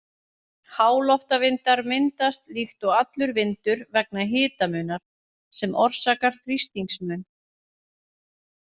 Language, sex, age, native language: Icelandic, female, 40-49, Icelandic